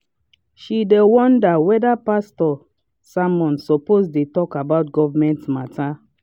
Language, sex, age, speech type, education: Nigerian Pidgin, female, 30-45, spontaneous, tertiary